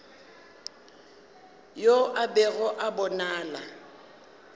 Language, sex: Northern Sotho, female